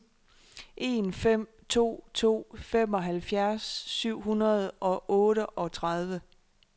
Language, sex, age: Danish, female, 26